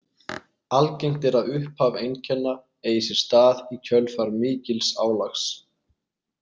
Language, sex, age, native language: Icelandic, male, 20-29, Icelandic